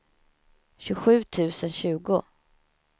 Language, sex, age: Swedish, female, 31